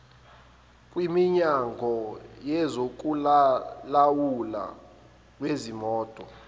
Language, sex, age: Zulu, male, 25